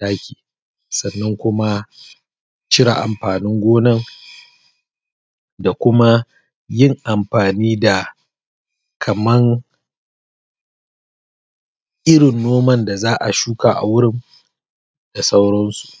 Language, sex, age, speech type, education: Hausa, male, 30-45, spontaneous, primary